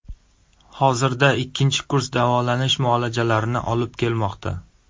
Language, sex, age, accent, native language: Uzbek, male, 18-24, Surxondaryo, Uzbek